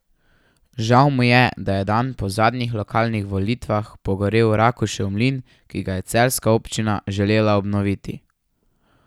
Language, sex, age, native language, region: Slovenian, male, 12-17, Slovenian, Savinja region